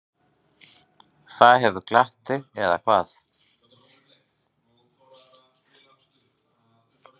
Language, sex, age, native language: Icelandic, male, 40-49, Icelandic